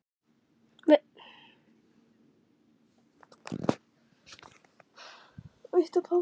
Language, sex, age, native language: Icelandic, female, 10, Icelandic